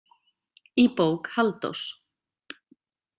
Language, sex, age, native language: Icelandic, female, 30-39, Icelandic